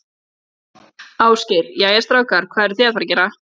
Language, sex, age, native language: Icelandic, female, 30-39, Icelandic